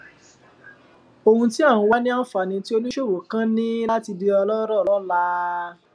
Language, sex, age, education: Yoruba, male, 15-29, tertiary